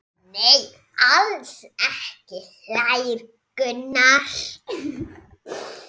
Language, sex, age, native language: Icelandic, female, 10, Icelandic